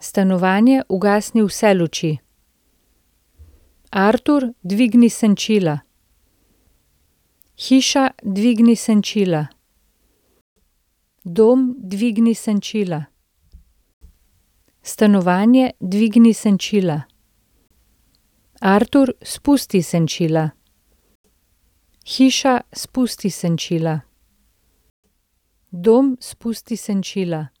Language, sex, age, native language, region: Slovenian, female, 30-49, Slovenian, Central Slovenia